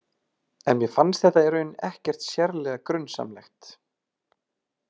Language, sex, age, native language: Icelandic, male, 30-39, Icelandic